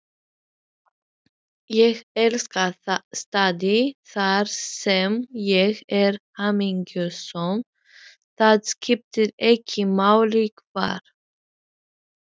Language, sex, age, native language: Icelandic, female, 30-39, Icelandic